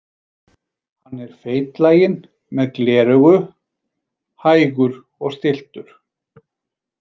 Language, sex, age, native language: Icelandic, male, 40-49, Icelandic